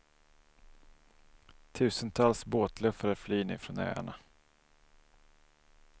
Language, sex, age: Swedish, male, 27